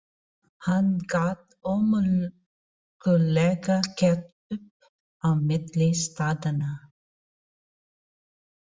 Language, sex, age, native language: Icelandic, female, 40-49, Filipino